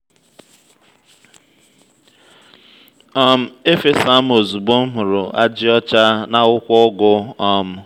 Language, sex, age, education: Igbo, male, 30-45, tertiary